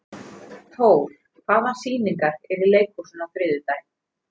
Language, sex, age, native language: Icelandic, female, 50-59, Icelandic